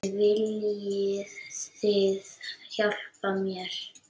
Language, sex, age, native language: Icelandic, female, 8, Icelandic